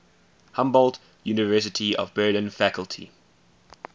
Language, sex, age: English, male, 20